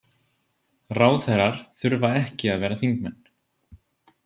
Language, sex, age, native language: Icelandic, male, 20-29, Icelandic